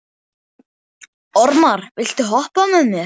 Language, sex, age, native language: Icelandic, male, 11, Icelandic